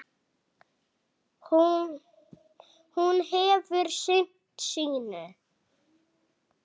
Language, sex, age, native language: Icelandic, female, 6, Icelandic